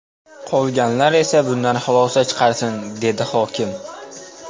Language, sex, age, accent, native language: Uzbek, male, 12-17, Namangan, Uzbek